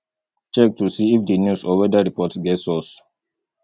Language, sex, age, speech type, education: Nigerian Pidgin, male, 30-45, spontaneous, tertiary